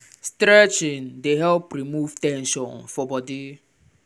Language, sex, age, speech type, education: Nigerian Pidgin, male, 15-29, spontaneous, tertiary